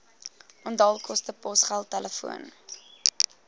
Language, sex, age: Afrikaans, female, 21